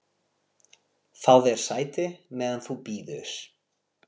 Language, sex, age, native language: Icelandic, male, 40-49, Portuguese